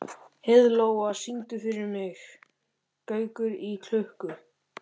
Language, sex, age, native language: Icelandic, male, 13, Icelandic